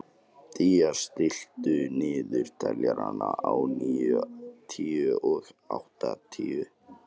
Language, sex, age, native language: Icelandic, male, 18-19, Icelandic